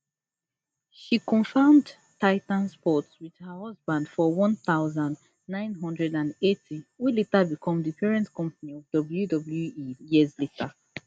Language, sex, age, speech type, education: Nigerian Pidgin, female, 15-29, spontaneous, tertiary